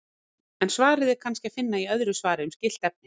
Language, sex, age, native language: Icelandic, female, 40-49, Icelandic